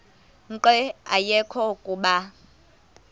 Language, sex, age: Xhosa, female, 24